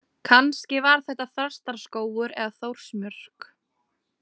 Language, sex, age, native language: Icelandic, female, 20-29, Icelandic